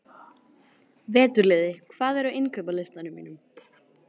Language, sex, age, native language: Icelandic, female, 18-19, Icelandic